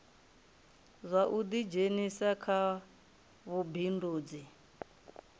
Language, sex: Venda, female